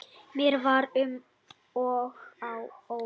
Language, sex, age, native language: Icelandic, male, 30-39, Icelandic